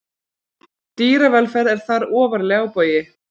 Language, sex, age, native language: Icelandic, female, 30-39, Icelandic